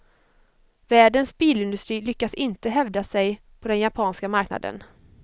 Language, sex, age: Swedish, female, 25